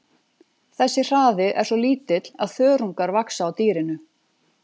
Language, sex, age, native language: Icelandic, female, 40-49, Icelandic